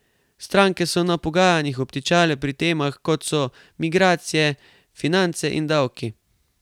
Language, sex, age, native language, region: Slovenian, male, 18-29, Slovenian, Carinthia region